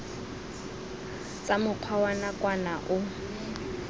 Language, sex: Tswana, female